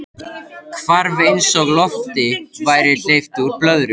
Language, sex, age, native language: Icelandic, male, 13, Icelandic